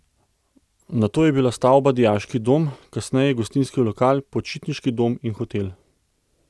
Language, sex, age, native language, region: Slovenian, male, 30-49, Slovenian, Central Slovenia